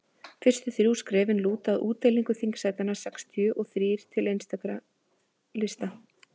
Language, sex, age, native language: Icelandic, female, 20-29, Icelandic